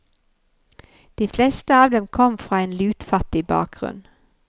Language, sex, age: Norwegian, female, 51